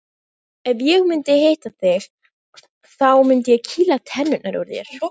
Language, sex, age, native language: Icelandic, female, 18-19, Icelandic